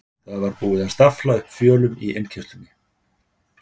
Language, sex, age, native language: Icelandic, male, 50-59, Icelandic